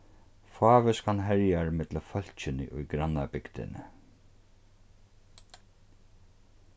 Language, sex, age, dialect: Faroese, male, 36-60, Norðurstreymoy/Eysturoy